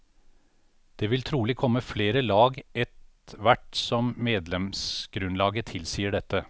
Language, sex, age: Norwegian, male, 49